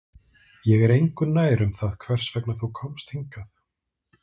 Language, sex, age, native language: Icelandic, male, 30-39, Icelandic